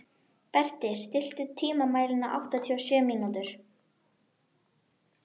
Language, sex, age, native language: Icelandic, female, 12, Icelandic